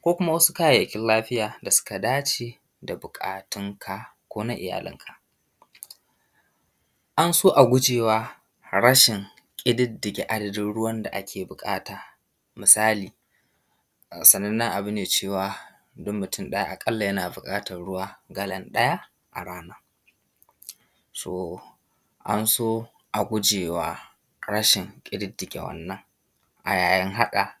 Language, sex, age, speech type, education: Hausa, male, 15-29, spontaneous, secondary